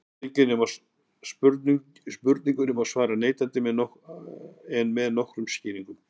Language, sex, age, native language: Icelandic, male, 50-59, Icelandic